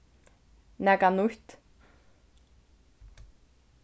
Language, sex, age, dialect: Faroese, female, 15-35, Suðurstreymoy